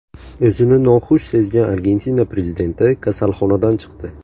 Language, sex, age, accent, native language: Uzbek, male, 18-24, Buxoro, Uzbek